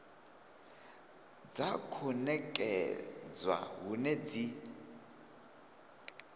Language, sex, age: Venda, male, 22